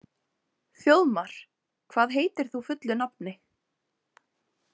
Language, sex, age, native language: Icelandic, female, 20-29, Icelandic